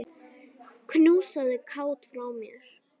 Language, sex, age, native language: Icelandic, female, 10, Icelandic